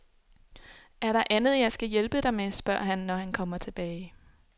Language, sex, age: Danish, female, 26